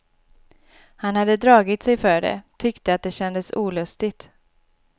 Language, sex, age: Swedish, female, 26